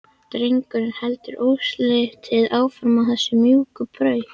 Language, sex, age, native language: Icelandic, female, 11, Icelandic